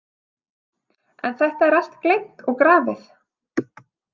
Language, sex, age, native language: Icelandic, female, 30-39, Icelandic